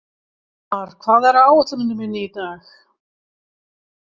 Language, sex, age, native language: Icelandic, female, 50-59, Icelandic